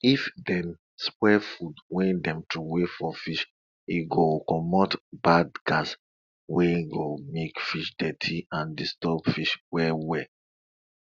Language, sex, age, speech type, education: Nigerian Pidgin, male, 30-45, spontaneous, tertiary